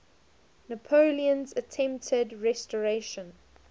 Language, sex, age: English, female, 20